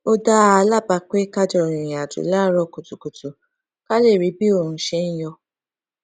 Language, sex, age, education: Yoruba, female, 15-29, tertiary